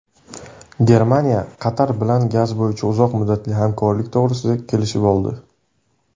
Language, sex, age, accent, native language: Uzbek, male, 18-24, Samarqand, Uzbek